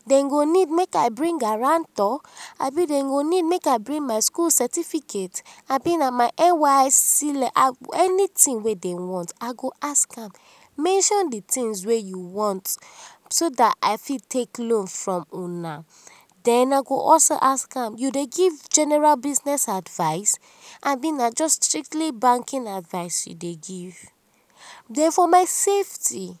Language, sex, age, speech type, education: Nigerian Pidgin, female, 30-45, spontaneous, tertiary